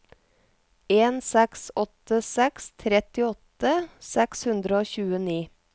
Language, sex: Norwegian, female